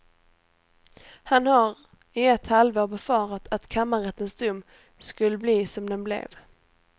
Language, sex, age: Swedish, female, 18